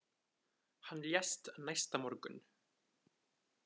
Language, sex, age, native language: Icelandic, male, 20-29, Icelandic